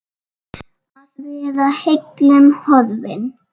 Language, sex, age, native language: Icelandic, female, 7, Icelandic